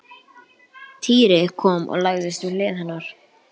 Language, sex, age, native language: Icelandic, male, 11, Icelandic